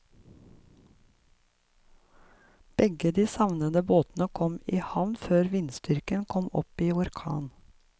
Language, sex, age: Norwegian, female, 54